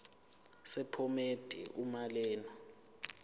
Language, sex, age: Zulu, male, 24